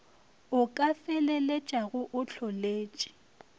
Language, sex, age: Northern Sotho, female, 23